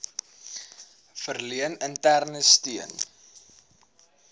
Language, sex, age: Afrikaans, male, 19